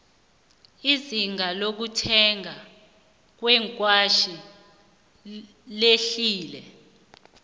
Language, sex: South Ndebele, female